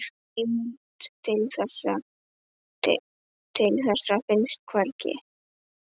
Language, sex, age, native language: Icelandic, male, 10, Icelandic